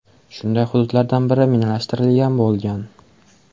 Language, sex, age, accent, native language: Uzbek, male, 18-24, Andijon, Uzbek